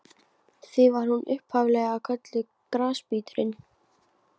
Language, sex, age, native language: Icelandic, female, 15, Icelandic